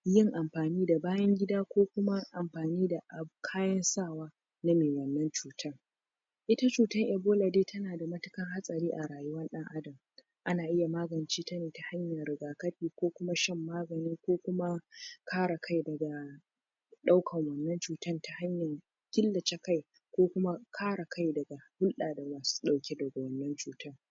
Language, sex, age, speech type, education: Hausa, female, 15-29, spontaneous, secondary